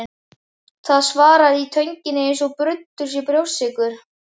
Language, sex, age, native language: Icelandic, male, 11, Icelandic